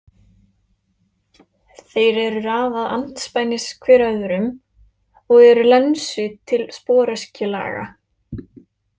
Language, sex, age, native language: Icelandic, female, 20-29, Icelandic